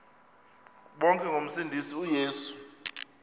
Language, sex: Xhosa, male